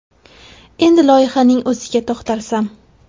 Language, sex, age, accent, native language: Uzbek, female, 18-24, Toshkent viloyati, Uzbek